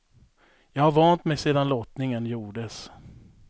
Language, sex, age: Swedish, male, 42